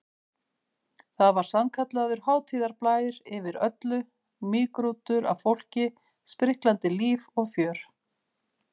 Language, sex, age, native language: Icelandic, female, 50-59, Icelandic